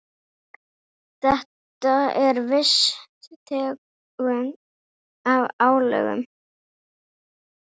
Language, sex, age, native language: Icelandic, female, 11, Icelandic